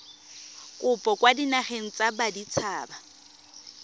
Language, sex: Tswana, female